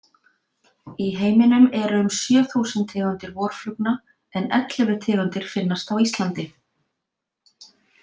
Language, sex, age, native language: Icelandic, female, 50-59, Icelandic